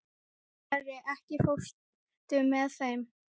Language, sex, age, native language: Icelandic, male, 11, Icelandic